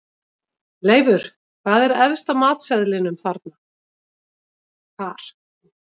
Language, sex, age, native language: Icelandic, female, 50-59, Icelandic